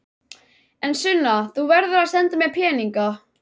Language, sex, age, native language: Icelandic, male, 11, Icelandic